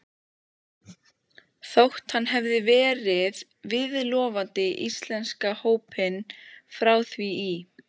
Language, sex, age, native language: Icelandic, female, 15, Icelandic